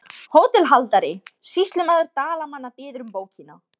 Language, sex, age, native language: Icelandic, female, 14, Icelandic